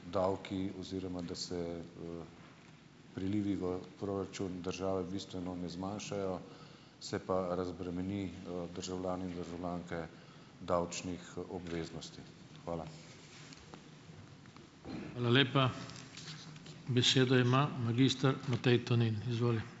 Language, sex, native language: Slovenian, male, Slovenian